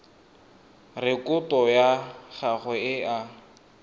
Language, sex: Tswana, male